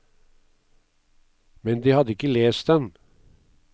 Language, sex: Norwegian, male